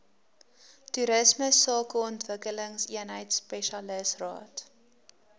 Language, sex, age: Afrikaans, female, 20